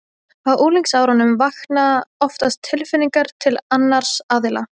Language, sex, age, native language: Icelandic, female, 20-29, Icelandic